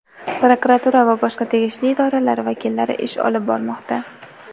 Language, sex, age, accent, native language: Uzbek, female, 18-24, Toshkent viloyati, Uzbek